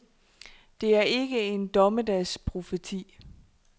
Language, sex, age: Danish, female, 26